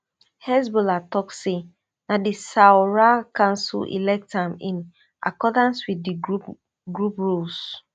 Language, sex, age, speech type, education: Nigerian Pidgin, female, 30-45, spontaneous, tertiary